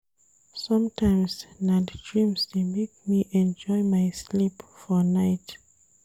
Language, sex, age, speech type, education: Nigerian Pidgin, female, 30-45, read, tertiary